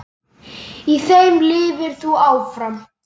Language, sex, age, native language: Icelandic, male, 10, Icelandic